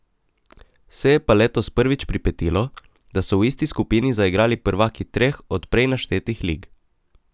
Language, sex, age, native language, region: Slovenian, male, 18-29, Slovenian, Coastal Karst region